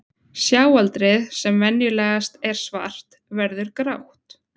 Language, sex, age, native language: Icelandic, female, 20-29, Icelandic